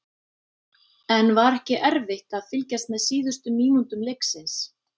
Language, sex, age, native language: Icelandic, female, 50-59, Icelandic